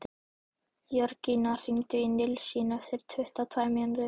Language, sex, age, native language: Icelandic, male, 12, Icelandic